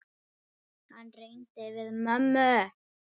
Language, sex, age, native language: Icelandic, male, 7, Icelandic